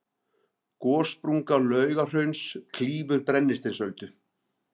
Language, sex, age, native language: Icelandic, male, 50-59, Icelandic